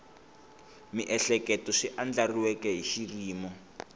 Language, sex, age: Tsonga, male, 21